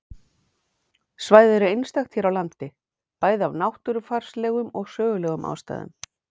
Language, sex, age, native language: Icelandic, female, 40-49, Icelandic